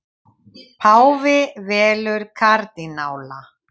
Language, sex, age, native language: Icelandic, female, 30-39, Icelandic